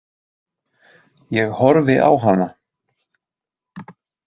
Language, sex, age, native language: Icelandic, male, 20-29, Icelandic